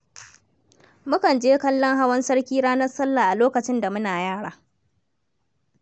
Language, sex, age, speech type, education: Hausa, female, 30-45, read, tertiary